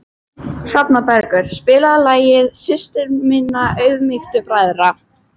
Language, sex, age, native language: Icelandic, female, 12, Icelandic